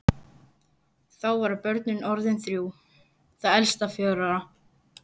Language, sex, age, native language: Icelandic, female, 11, Icelandic